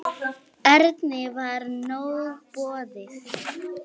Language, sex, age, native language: Icelandic, female, 8, Icelandic